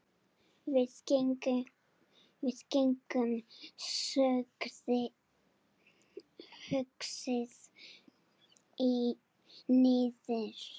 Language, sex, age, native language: Icelandic, female, 8, Serbo-Croatian